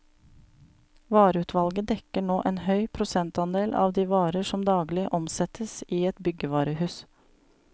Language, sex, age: Norwegian, female, 35